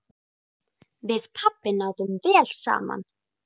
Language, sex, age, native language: Icelandic, female, 9, Icelandic